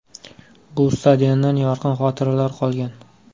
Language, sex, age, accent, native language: Uzbek, male, 18-24, Surxondaryo, Uzbek